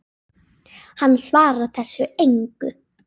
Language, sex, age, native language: Icelandic, female, 10, Icelandic